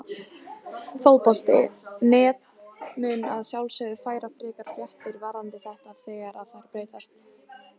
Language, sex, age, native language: Icelandic, female, 18-19, Icelandic